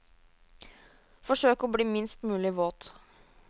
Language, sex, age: Norwegian, female, 22